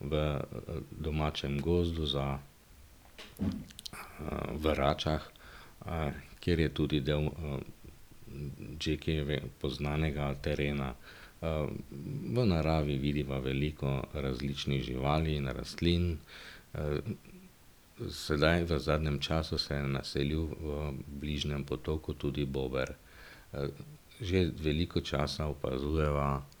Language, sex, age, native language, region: Slovenian, male, 50-59, Slovenian, Drava region